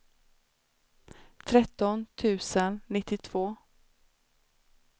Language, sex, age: Swedish, female, 29